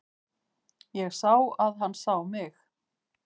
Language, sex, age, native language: Icelandic, female, 50-59, Icelandic